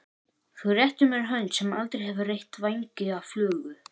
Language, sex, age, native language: Icelandic, male, 18-19, Icelandic